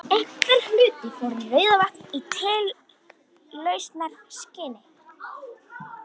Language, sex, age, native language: Icelandic, female, 13, Icelandic